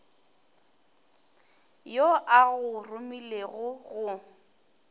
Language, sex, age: Northern Sotho, female, 21